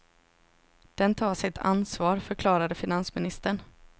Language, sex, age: Swedish, female, 26